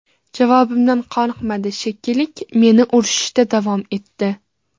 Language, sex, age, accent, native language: Uzbek, female, 18-24, Farg'ona, Uzbek